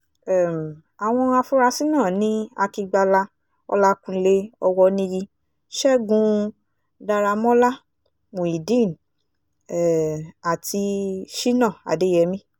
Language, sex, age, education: Yoruba, female, 15-29, tertiary